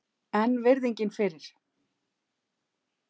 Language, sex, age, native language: Icelandic, female, 50-59, Icelandic